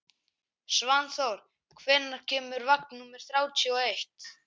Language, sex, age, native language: Icelandic, male, 11, Icelandic